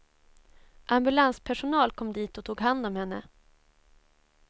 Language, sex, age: Swedish, female, 24